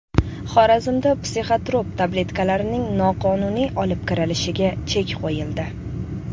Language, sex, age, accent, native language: Uzbek, female, 19-29, Toshkent shahri, Uzbek